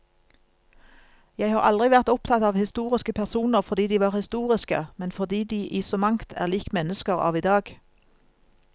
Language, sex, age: Norwegian, female, 47